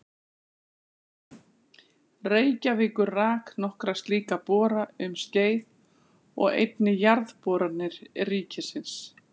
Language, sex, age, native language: Icelandic, female, 40-49, Icelandic